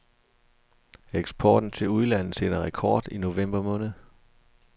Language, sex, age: Danish, male, 32